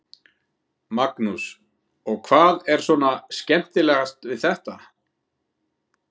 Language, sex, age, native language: Icelandic, male, 50-59, Icelandic